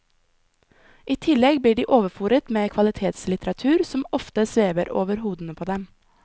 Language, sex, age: Norwegian, female, 20